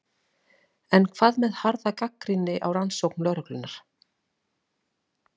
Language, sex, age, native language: Icelandic, female, 40-49, Icelandic